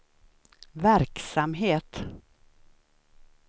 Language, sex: Swedish, female